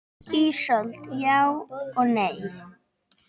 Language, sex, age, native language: Icelandic, female, 10, Icelandic